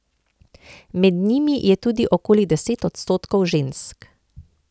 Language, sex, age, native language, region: Slovenian, female, 50-59, Slovenian, Central Slovenia